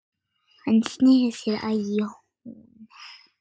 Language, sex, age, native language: Icelandic, female, 9, Icelandic